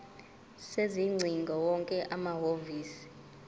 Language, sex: Zulu, female